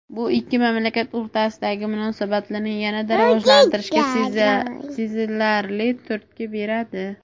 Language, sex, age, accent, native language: Uzbek, female, 18-24, Samarqand, Uzbek